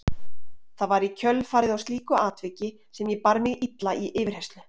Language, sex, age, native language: Icelandic, female, 30-39, Icelandic